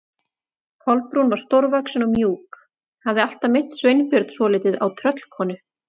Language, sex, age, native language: Icelandic, female, 40-49, Icelandic